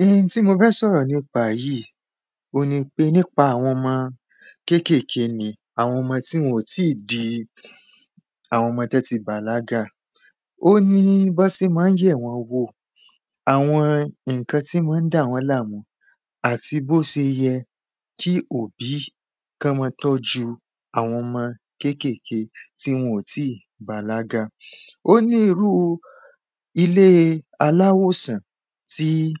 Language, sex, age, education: Yoruba, male, 15-29, tertiary